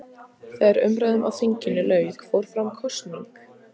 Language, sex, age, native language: Icelandic, female, 14, Icelandic